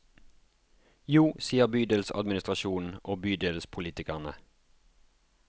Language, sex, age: Norwegian, male, 33